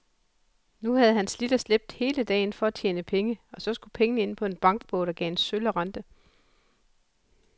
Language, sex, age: Danish, female, 41